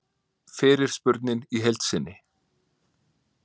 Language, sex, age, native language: Icelandic, male, 30-39, Icelandic